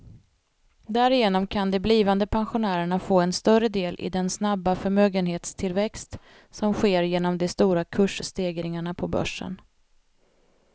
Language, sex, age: Swedish, female, 45